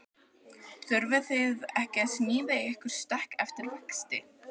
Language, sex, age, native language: Icelandic, other, 12, Icelandic